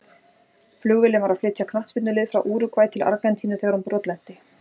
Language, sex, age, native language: Icelandic, female, 40-49, Icelandic